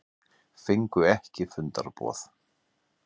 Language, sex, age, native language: Icelandic, male, 50-59, Icelandic